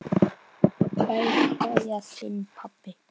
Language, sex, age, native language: Icelandic, male, 9, Icelandic